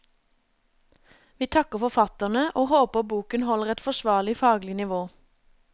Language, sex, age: Norwegian, female, 27